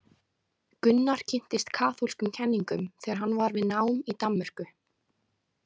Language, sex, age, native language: Icelandic, female, 20-29, Icelandic